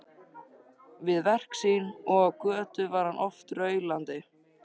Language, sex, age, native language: Icelandic, male, 13, Icelandic